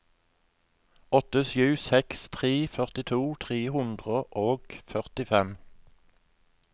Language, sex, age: Norwegian, male, 57